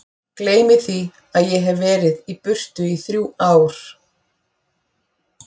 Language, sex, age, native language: Icelandic, female, 40-49, Icelandic